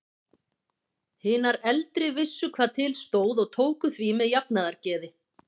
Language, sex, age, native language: Icelandic, female, 50-59, Icelandic